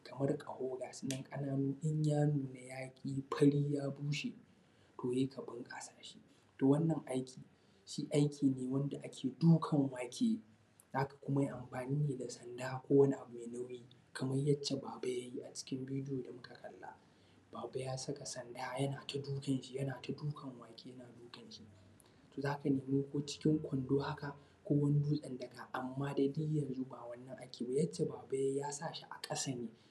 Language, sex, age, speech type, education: Hausa, male, 15-29, spontaneous, tertiary